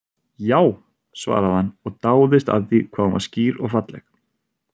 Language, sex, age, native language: Icelandic, male, 30-39, Icelandic